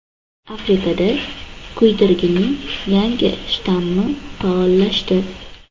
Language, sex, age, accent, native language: Uzbek, female, under 19, Toshkent shahri, Uzbek